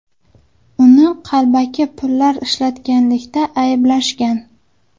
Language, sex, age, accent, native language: Uzbek, female, 19-29, Farg'ona, Uzbek